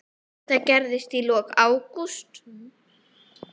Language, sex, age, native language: Icelandic, female, 9, Icelandic